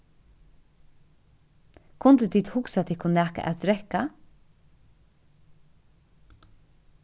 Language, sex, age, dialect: Faroese, female, 36-60, Suðurstreymoy